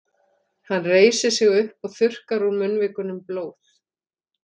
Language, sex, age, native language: Icelandic, female, 40-49, Icelandic